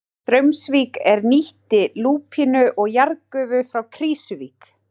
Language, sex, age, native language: Icelandic, female, 30-39, Icelandic